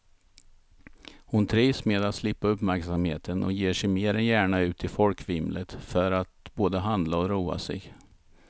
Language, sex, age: Swedish, male, 51